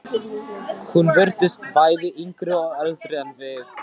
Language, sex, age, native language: Icelandic, male, 12, Icelandic